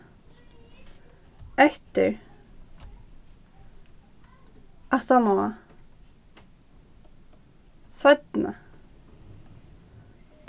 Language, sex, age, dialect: Faroese, female, 15-35, Norðurstreymoy/Eysturoy